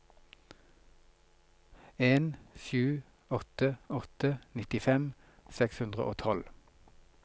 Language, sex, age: Norwegian, male, 42